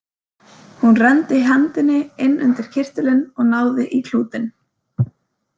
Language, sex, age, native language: Icelandic, female, 18-19, Icelandic